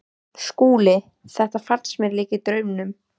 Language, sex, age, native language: Icelandic, female, 13, Icelandic